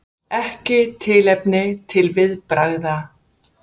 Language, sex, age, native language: Icelandic, female, 50-59, Icelandic